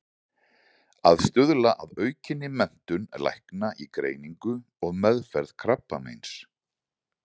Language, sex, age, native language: Icelandic, male, 40-49, Icelandic